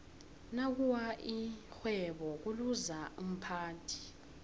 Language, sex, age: South Ndebele, female, 18